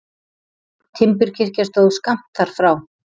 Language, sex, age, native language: Icelandic, female, 30-39, Icelandic